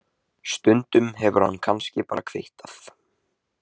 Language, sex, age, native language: Icelandic, male, 18-19, Icelandic